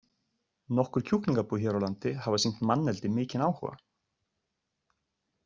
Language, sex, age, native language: Icelandic, male, 30-39, Icelandic